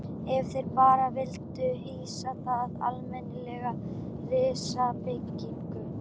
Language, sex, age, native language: Icelandic, female, 12, Icelandic